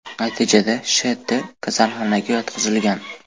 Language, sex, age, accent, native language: Uzbek, male, 12-17, Toshkent viloyati, Uzbek